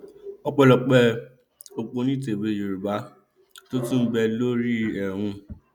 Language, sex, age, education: Yoruba, male, 15-29, tertiary